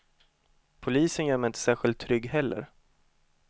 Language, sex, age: Swedish, male, 25